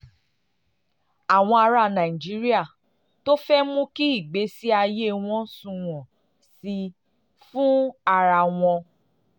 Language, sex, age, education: Yoruba, female, 30-45, tertiary